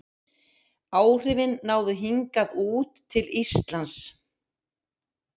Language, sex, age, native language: Icelandic, female, 50-59, Icelandic